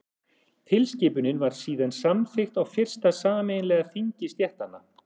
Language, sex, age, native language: Icelandic, male, 40-49, Icelandic